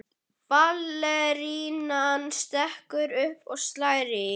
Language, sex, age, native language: Icelandic, male, 11, Icelandic